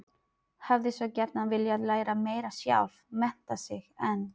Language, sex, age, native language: Icelandic, female, 30-39, Filipino